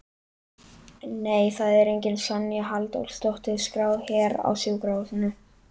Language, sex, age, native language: Icelandic, male, 11, Icelandic